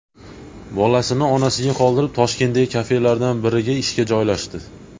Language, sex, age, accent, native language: Uzbek, male, 19-29, Andijon, Uzbek